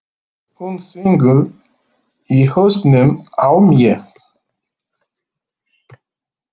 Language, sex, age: Icelandic, male, 50-59